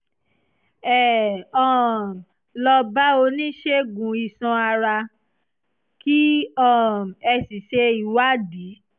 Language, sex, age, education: Yoruba, female, 15-29, tertiary